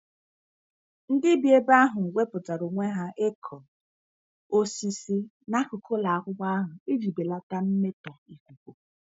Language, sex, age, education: Igbo, female, 30-45, tertiary